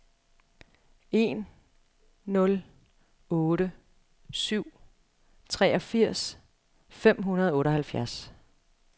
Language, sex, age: Danish, female, 35